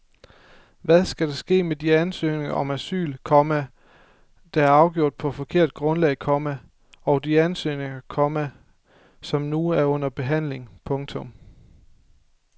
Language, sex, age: Danish, male, 24